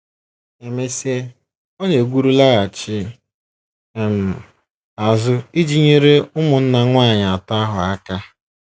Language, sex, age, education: Igbo, female, 15-29, tertiary